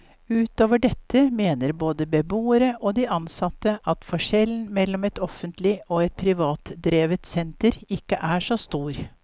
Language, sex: Norwegian, female